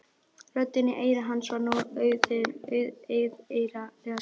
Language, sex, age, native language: Icelandic, female, 12, Icelandic